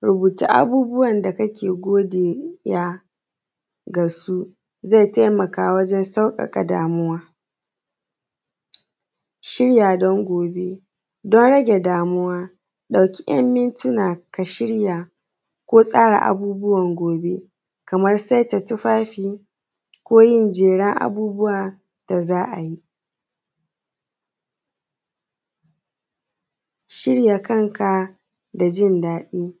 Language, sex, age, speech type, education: Hausa, female, 15-29, spontaneous, secondary